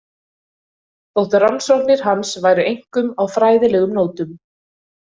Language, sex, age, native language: Icelandic, female, 20-29, Icelandic